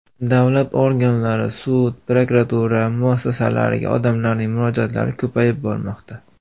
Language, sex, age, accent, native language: Uzbek, male, 18-24, Farg'ona, Uzbek